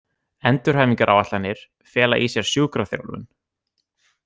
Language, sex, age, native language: Icelandic, other, 18-19, Icelandic